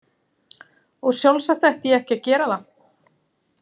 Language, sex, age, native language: Icelandic, female, 40-49, Icelandic